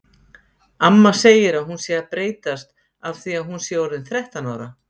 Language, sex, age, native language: Icelandic, female, 50-59, Icelandic